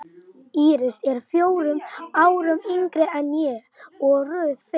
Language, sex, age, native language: Icelandic, male, 11, Icelandic